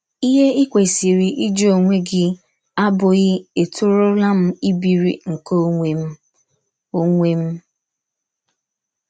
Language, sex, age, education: Igbo, female, 15-29, tertiary